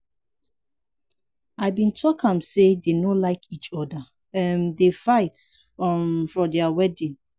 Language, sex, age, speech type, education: Nigerian Pidgin, female, 15-29, spontaneous, tertiary